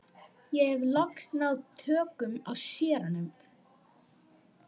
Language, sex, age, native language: Icelandic, female, 11, Icelandic